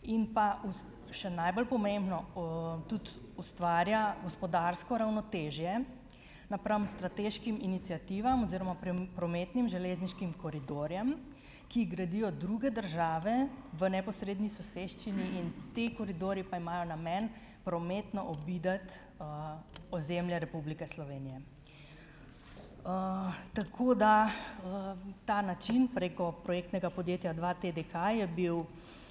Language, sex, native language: Slovenian, female, Slovenian